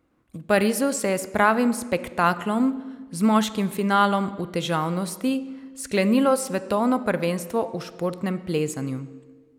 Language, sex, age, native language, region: Slovenian, female, 30-49, Slovenian, Savinja region